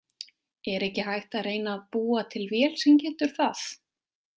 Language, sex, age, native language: Icelandic, female, 20-29, Icelandic